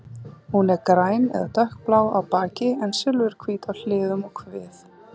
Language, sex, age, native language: Icelandic, female, 30-39, Icelandic